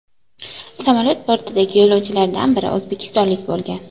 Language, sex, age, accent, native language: Uzbek, female, 18-24, Toshkent viloyati, Uzbek